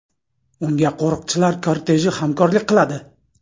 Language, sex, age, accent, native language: Uzbek, male, 35+, Toshkent shahri, Uzbek